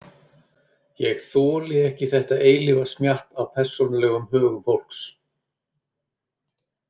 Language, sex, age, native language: Icelandic, male, 30-39, Icelandic